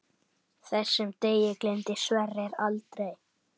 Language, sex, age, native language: Icelandic, male, 10, Icelandic